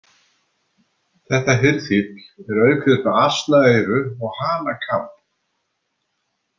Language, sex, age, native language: Icelandic, male, 70-79, Icelandic